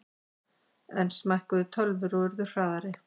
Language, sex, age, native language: Icelandic, female, 50-59, Icelandic